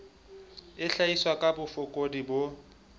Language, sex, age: Southern Sotho, male, 20